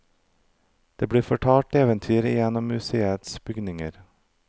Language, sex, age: Norwegian, male, 32